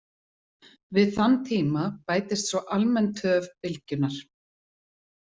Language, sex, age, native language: Icelandic, female, 40-49, Icelandic